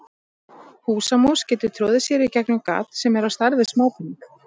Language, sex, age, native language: Icelandic, female, 30-39, Icelandic